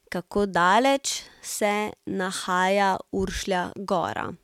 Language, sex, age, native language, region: Slovenian, female, 18-29, Slovenian, Central Slovenia